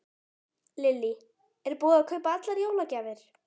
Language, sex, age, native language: Icelandic, female, 12, Icelandic